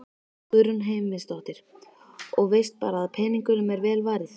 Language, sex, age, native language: Icelandic, female, 13, Icelandic